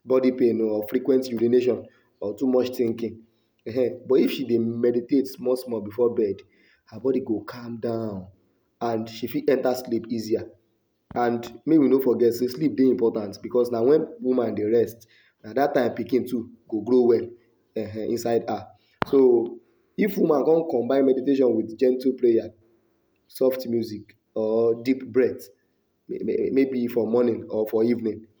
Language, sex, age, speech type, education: Nigerian Pidgin, male, 60+, spontaneous, tertiary